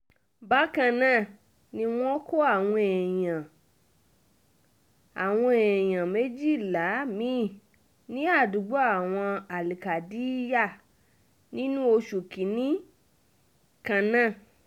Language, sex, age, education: Yoruba, female, 15-29, tertiary